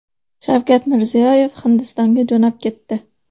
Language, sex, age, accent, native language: Uzbek, female, 18-24, Farg'ona, Uzbek